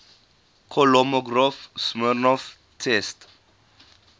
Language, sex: English, male